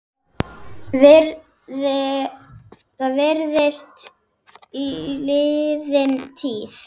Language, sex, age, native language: Icelandic, female, 10, Icelandic